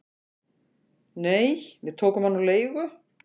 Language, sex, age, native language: Icelandic, female, 50-59, Icelandic